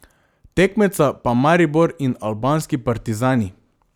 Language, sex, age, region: Slovenian, male, 18-29, Drava region